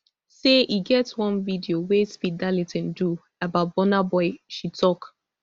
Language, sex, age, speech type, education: Nigerian Pidgin, female, 15-29, spontaneous, tertiary